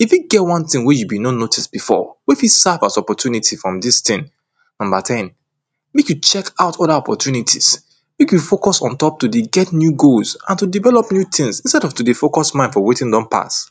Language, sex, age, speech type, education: Nigerian Pidgin, male, 30-45, spontaneous, tertiary